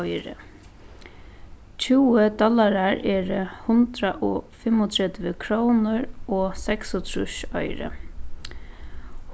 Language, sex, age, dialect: Faroese, female, 15-35, Suðuroy